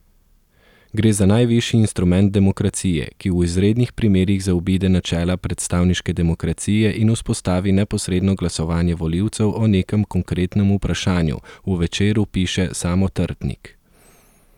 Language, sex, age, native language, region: Slovenian, male, 30-49, Slovenian, Southeast Slovenia